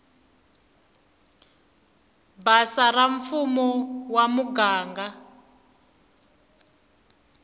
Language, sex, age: Tsonga, female, 21